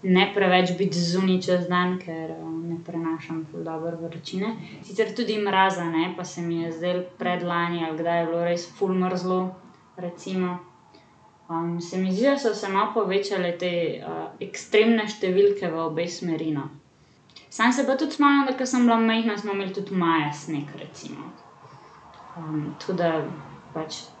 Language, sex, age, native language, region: Slovenian, female, 18-29, Slovenian, Central Slovenia